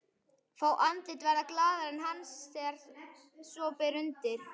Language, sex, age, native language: Icelandic, male, 11, Icelandic